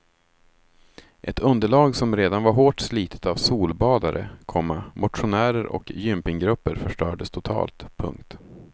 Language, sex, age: Swedish, male, 36